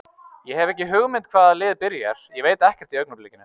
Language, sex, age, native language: Icelandic, male, 30-39, Icelandic